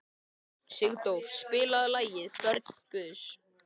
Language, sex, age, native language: Icelandic, male, 13, Icelandic